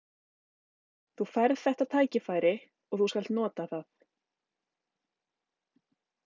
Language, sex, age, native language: Icelandic, female, 30-39, Icelandic